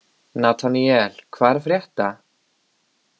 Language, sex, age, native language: Icelandic, male, 20-29, Icelandic